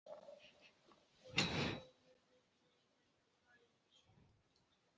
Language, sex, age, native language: Icelandic, male, 10, Icelandic